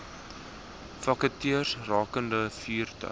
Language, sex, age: Afrikaans, male, 19